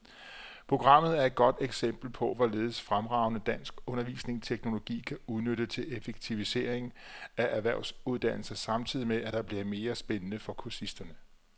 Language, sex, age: Danish, male, 34